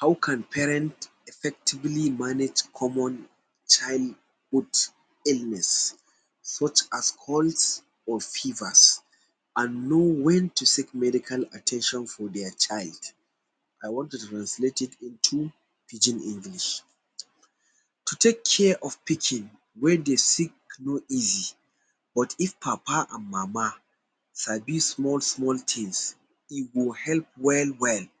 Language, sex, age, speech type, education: Nigerian Pidgin, male, 15-29, spontaneous, tertiary